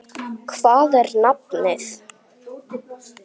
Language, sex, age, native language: Icelandic, female, 10, Icelandic